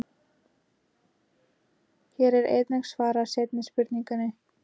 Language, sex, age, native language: Icelandic, female, 18-19, Icelandic